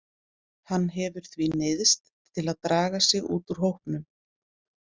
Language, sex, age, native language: Icelandic, female, 40-49, Icelandic